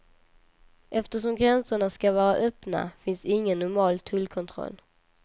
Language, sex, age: Swedish, female, 19